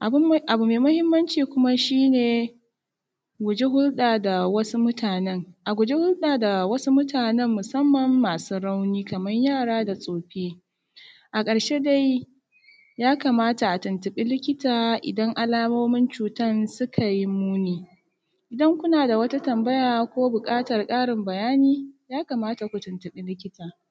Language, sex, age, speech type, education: Hausa, female, 30-45, spontaneous, tertiary